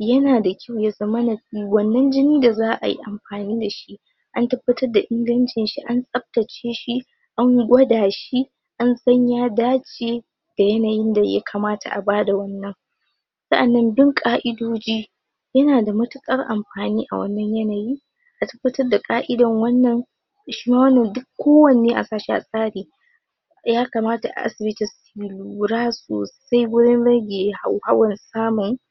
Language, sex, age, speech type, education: Hausa, female, 15-29, spontaneous, tertiary